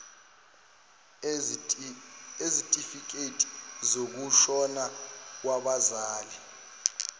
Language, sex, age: Zulu, male, 24